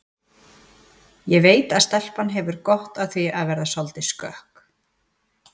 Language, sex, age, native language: Icelandic, female, 40-49, Icelandic